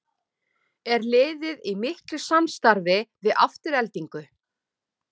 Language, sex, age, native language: Icelandic, female, 30-39, Icelandic